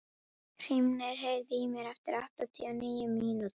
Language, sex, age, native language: Icelandic, female, 11, Icelandic